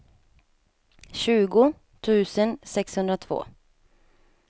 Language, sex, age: Swedish, female, 27